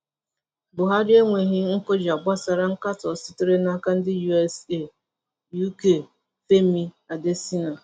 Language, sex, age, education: Igbo, female, 30-45, tertiary